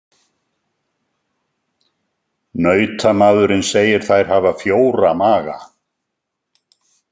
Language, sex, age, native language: Icelandic, male, 70-79, Icelandic